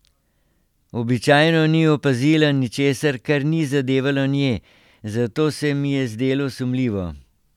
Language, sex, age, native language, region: Slovenian, male, 60+, Slovenian, Central Slovenia